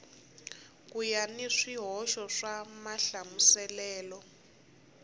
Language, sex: Tsonga, female